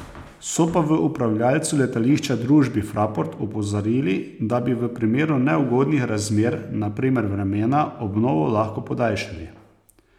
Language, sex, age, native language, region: Slovenian, male, 30-49, Slovenian, Posavska region